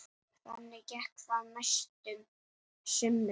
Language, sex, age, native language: Icelandic, female, 8, Icelandic